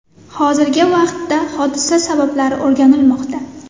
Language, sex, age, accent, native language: Uzbek, female, 19-29, Toshkent shahri, Uzbek